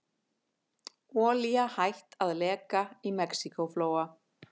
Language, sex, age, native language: Icelandic, female, 50-59, Icelandic